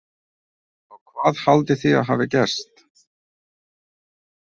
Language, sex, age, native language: Icelandic, male, 30-39, Ukrainian